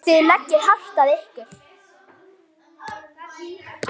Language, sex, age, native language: Icelandic, female, 9, Icelandic